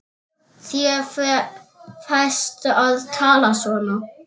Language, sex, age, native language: Icelandic, male, 7, Icelandic